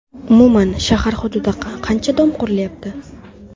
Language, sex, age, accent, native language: Uzbek, female, under 19, Toshkent viloyati, Uzbek